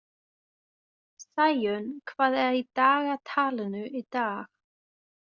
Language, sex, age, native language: Icelandic, female, 20-29, German